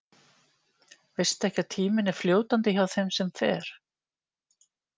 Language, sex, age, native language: Icelandic, female, 50-59, Icelandic